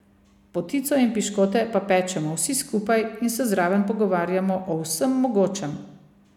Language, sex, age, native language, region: Slovenian, female, 50-59, Slovenian, Savinja region